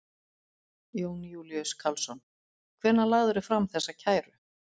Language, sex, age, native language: Icelandic, female, 40-49, Icelandic